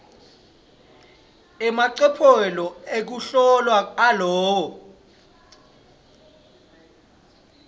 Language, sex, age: Swati, male, 26